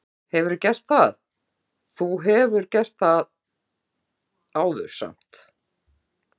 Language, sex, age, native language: Icelandic, female, 50-59, Icelandic